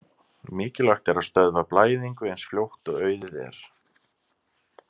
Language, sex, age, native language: Icelandic, male, 30-39, Icelandic